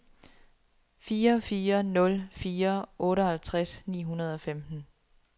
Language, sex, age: Danish, female, 27